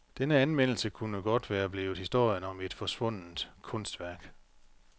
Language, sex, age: Danish, male, 45